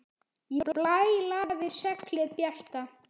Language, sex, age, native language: Icelandic, male, 10, Icelandic